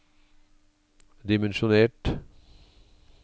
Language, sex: Norwegian, male